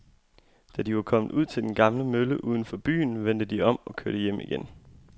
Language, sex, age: Danish, male, 25